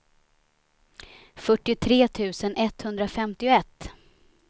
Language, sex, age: Swedish, female, 29